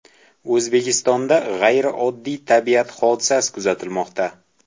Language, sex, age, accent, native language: Uzbek, male, 18-24, Toshkent viloyati, Uzbek